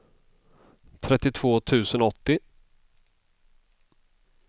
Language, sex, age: Swedish, male, 32